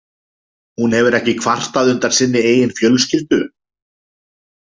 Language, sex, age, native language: Icelandic, male, 20-29, Icelandic